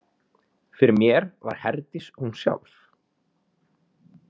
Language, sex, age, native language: Icelandic, male, 30-39, Icelandic